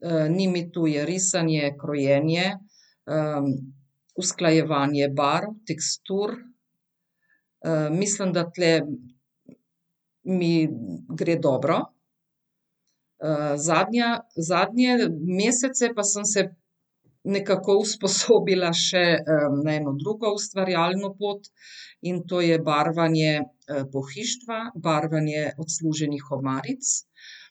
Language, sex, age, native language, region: Slovenian, female, 50-59, Slovenian, Central Slovenia